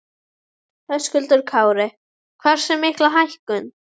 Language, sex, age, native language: Icelandic, female, 11, Icelandic